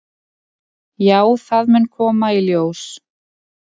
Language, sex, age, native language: Icelandic, female, 20-29, Icelandic